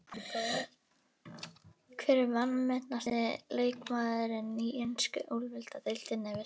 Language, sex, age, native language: Icelandic, female, 11, Icelandic